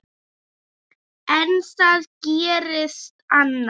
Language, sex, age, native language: Icelandic, female, 8, Icelandic